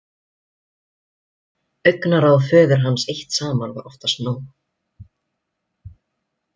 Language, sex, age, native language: Icelandic, other, 20-29, Icelandic